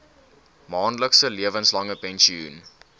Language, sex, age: Afrikaans, male, 19